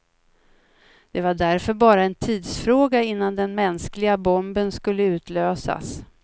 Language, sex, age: Swedish, female, 56